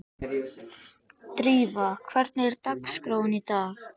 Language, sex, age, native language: Icelandic, male, 13, Icelandic